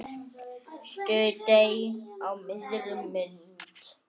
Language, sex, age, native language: Icelandic, female, 9, Icelandic